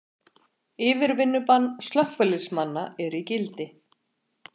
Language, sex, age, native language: Icelandic, female, 40-49, Icelandic